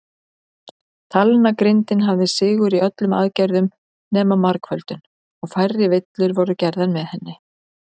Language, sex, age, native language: Icelandic, female, 50-59, Icelandic